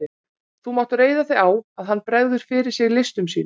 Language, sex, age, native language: Icelandic, female, 40-49, Icelandic